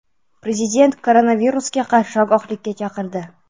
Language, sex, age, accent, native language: Uzbek, female, 19-29, Surxondaryo, Uzbek